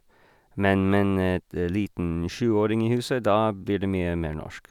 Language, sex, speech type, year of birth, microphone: Norwegian, male, spontaneous, 1981, Sennheiser